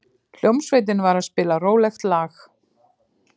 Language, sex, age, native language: Icelandic, female, 50-59, Icelandic